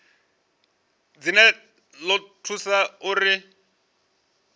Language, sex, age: Venda, male, 34